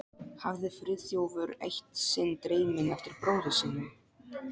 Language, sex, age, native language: Icelandic, male, 12, Polish